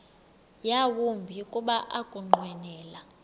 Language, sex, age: Xhosa, female, 26